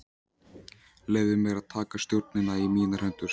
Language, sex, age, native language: Icelandic, male, 14, Icelandic